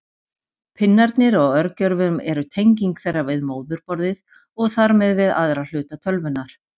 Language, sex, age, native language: Icelandic, female, 40-49, Icelandic